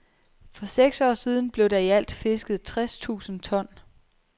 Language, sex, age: Danish, female, 23